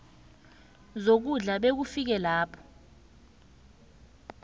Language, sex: South Ndebele, female